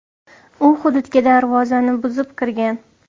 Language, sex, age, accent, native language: Uzbek, female, 18-24, Toshkent shahri, Uzbek